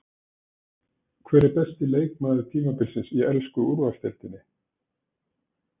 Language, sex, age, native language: Icelandic, male, 60-69, Icelandic